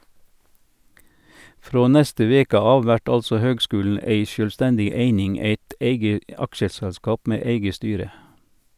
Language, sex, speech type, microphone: Norwegian, male, read, Sennheiser